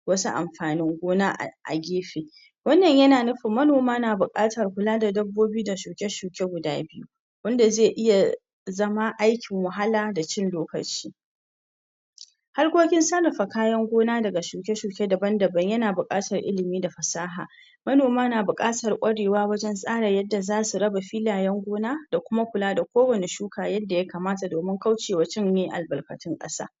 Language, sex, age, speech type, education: Hausa, female, 46-60, spontaneous, tertiary